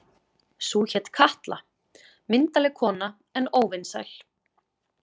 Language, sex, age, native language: Icelandic, female, 20-29, Icelandic